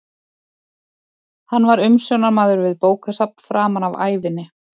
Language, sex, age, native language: Icelandic, female, 30-39, Icelandic